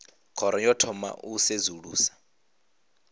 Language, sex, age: Venda, male, 25